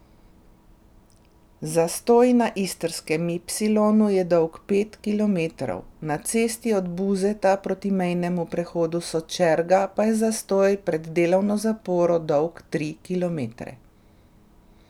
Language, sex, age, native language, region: Slovenian, female, 30-49, Slovenian, Drava region